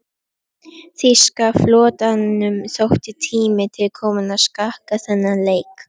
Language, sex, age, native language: Icelandic, female, 11, Icelandic